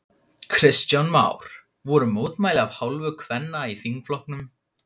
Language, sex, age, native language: Icelandic, male, 15, Icelandic